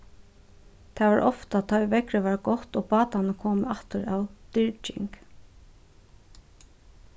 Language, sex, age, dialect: Faroese, female, 36-60, Suðurstreymoy